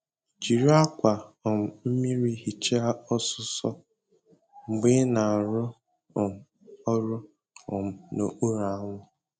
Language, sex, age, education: Igbo, male, 15-29, tertiary